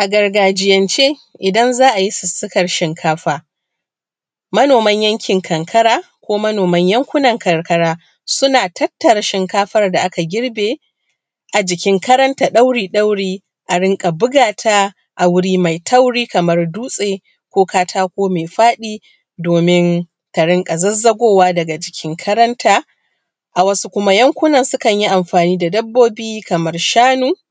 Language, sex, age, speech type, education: Hausa, female, 30-45, spontaneous, primary